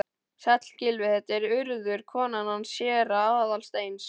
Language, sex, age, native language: Icelandic, male, 12, Icelandic